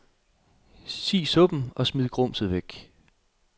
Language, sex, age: Danish, male, 27